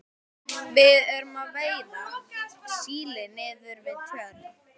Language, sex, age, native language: Icelandic, female, 12, Icelandic